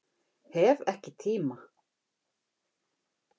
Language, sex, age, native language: Icelandic, female, 50-59, Icelandic